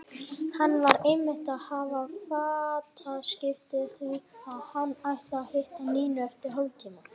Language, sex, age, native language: Icelandic, female, 40-49, Icelandic